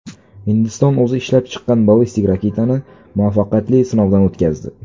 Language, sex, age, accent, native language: Uzbek, male, 19-29, Buxoro, Uzbek